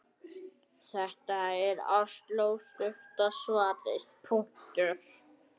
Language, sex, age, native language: Icelandic, female, 9, Icelandic